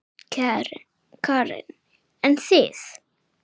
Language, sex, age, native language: Icelandic, male, 10, Icelandic